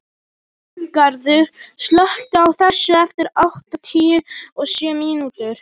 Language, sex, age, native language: Icelandic, other, 18-19, Polish